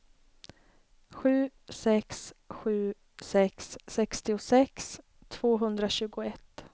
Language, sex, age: Swedish, female, 33